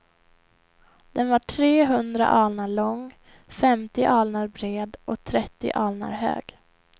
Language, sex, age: Swedish, female, 21